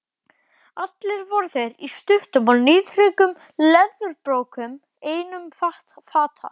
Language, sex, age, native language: Icelandic, male, 12, Icelandic